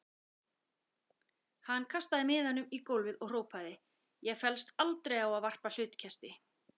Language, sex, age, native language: Icelandic, female, 40-49, Icelandic